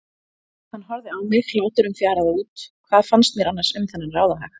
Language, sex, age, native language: Icelandic, female, 40-49, Icelandic